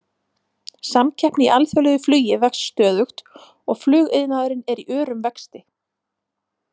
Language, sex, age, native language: Icelandic, female, 30-39, Icelandic